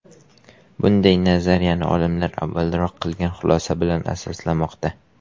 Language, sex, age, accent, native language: Uzbek, male, 18-24, Qashqadaryo, Uzbek